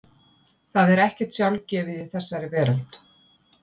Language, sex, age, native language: Icelandic, female, 50-59, Icelandic